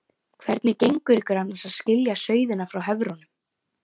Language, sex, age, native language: Icelandic, female, 15, Icelandic